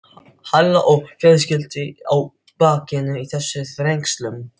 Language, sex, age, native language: Icelandic, male, 12, Filipino